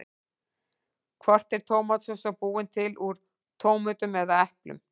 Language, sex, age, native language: Icelandic, female, 40-49, Icelandic